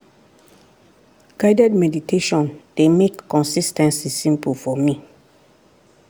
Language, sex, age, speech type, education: Nigerian Pidgin, female, 30-45, spontaneous, tertiary